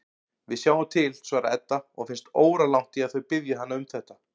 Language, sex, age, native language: Icelandic, male, 40-49, Icelandic